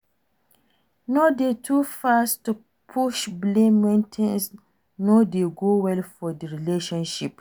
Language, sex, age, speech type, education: Nigerian Pidgin, female, 46-60, read, tertiary